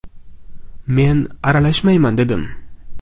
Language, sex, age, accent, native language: Uzbek, male, 18-24, Navoiy, Uzbek